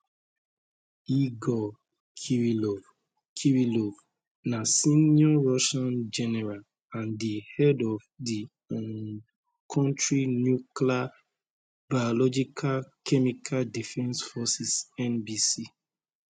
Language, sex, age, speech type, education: Nigerian Pidgin, male, 30-45, spontaneous, tertiary